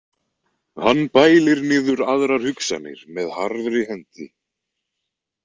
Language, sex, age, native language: Icelandic, male, 20-29, Icelandic